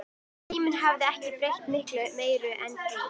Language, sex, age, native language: Icelandic, female, 11, Icelandic